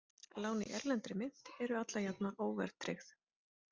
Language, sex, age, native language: Icelandic, female, 30-39, Icelandic